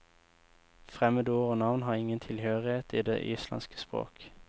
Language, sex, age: Norwegian, male, 24